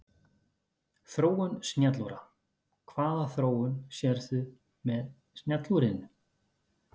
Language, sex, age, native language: Icelandic, male, 50-59, Icelandic